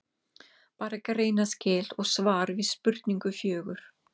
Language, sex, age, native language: Icelandic, female, 50-59, English